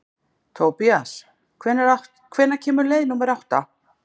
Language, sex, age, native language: Icelandic, female, 50-59, Icelandic